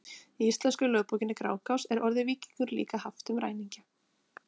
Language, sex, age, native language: Icelandic, female, 30-39, Icelandic